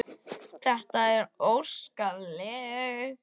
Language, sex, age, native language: Icelandic, male, 10, Icelandic